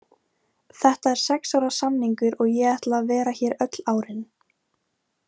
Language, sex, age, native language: Icelandic, female, 18-19, Icelandic